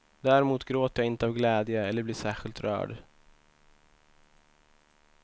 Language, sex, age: Swedish, male, 25